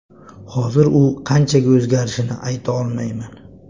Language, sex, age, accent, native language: Uzbek, male, 25-34, Andijon, Uzbek